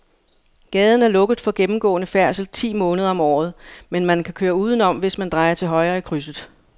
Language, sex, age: Danish, female, 59